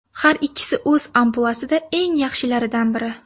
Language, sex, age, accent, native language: Uzbek, female, 19-29, Surxondaryo, Uzbek